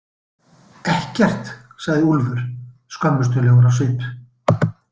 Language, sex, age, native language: Icelandic, male, 60-69, Icelandic